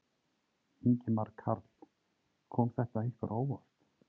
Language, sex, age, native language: Icelandic, male, 30-39, Icelandic